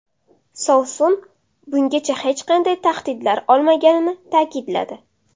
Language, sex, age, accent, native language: Uzbek, female, 18-24, Samarqand, Uzbek